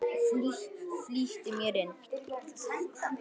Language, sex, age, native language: Icelandic, male, 10, Icelandic